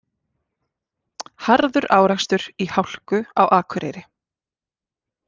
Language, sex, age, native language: Icelandic, female, 40-49, Icelandic